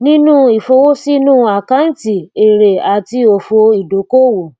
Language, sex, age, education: Yoruba, female, 15-29, tertiary